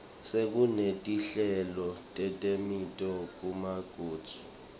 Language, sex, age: Swati, male, 24